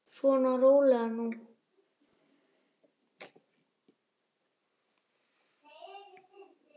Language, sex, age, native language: Icelandic, male, 9, Icelandic